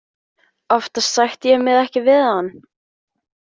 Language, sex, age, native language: Icelandic, female, 15, Icelandic